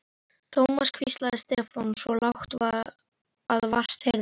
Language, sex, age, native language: Icelandic, female, 11, Icelandic